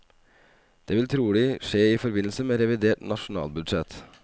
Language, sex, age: Norwegian, male, 25